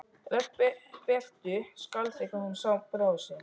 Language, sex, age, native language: Icelandic, male, 12, Icelandic